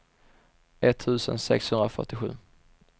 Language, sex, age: Swedish, male, 21